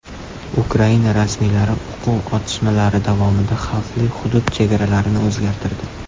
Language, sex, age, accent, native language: Uzbek, male, under 19, Toshkent shahri, Uzbek